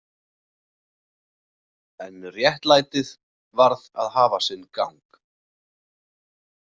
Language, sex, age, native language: Icelandic, male, 40-49, Icelandic